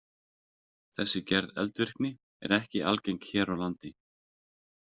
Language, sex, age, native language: Icelandic, male, 30-39, Icelandic